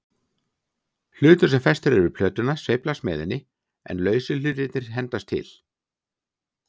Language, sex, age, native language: Icelandic, male, 60-69, Icelandic